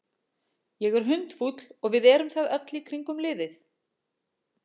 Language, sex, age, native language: Icelandic, female, 40-49, Icelandic